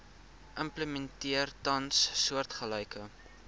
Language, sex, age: Afrikaans, male, 19